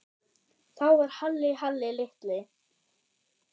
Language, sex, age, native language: Icelandic, female, 8, German